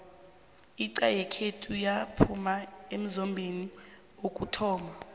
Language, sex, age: South Ndebele, female, 22